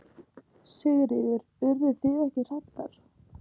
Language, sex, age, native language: Icelandic, female, 18-19, Icelandic